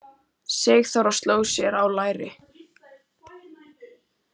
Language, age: Icelandic, 18-19